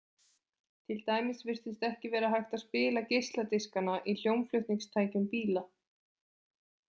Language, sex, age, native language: Icelandic, female, 20-29, Icelandic